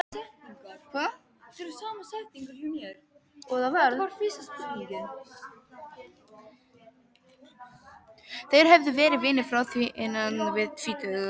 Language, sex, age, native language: Icelandic, female, 12, Icelandic